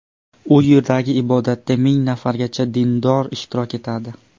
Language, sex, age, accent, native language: Uzbek, male, under 19, Surxondaryo, Uzbek